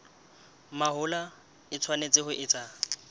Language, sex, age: Southern Sotho, male, 21